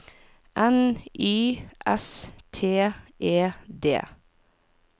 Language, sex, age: Norwegian, female, 40